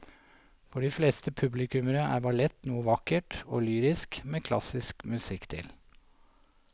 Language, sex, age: Norwegian, male, 47